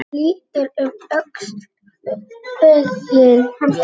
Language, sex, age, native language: Icelandic, male, 8, Icelandic